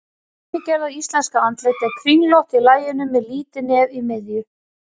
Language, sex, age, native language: Icelandic, female, 40-49, Icelandic